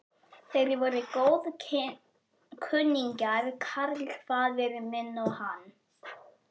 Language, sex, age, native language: Icelandic, female, 11, Icelandic